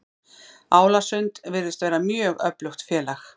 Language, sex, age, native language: Icelandic, female, 50-59, Icelandic